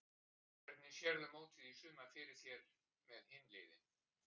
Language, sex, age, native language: Icelandic, male, 60-69, Icelandic